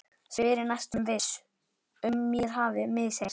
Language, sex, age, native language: Icelandic, male, 11, Icelandic